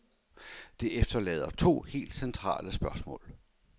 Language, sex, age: Danish, male, 51